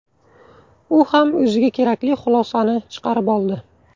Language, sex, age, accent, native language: Uzbek, male, 18-24, Buxoro, Uzbek